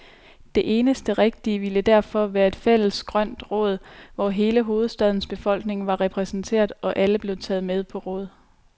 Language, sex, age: Danish, female, 29